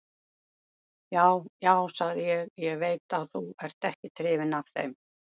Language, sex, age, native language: Icelandic, female, 70-79, Icelandic